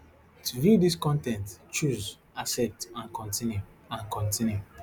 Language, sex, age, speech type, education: Nigerian Pidgin, male, 15-29, spontaneous, tertiary